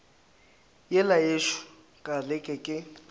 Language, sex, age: Northern Sotho, male, 19